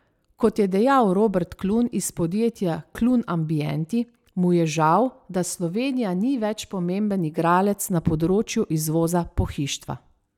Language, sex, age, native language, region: Slovenian, female, 30-49, Slovenian, Savinja region